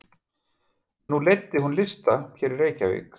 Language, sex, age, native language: Icelandic, male, 50-59, Icelandic